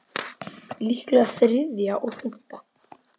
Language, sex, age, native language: Icelandic, male, 10, Icelandic